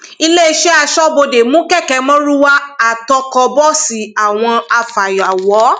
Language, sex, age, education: Yoruba, female, 15-29, tertiary